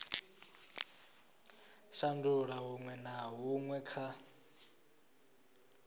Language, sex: Venda, male